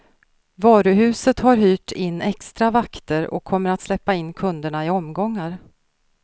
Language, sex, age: Swedish, female, 46